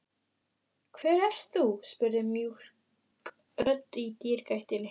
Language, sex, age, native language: Icelandic, female, 12, Icelandic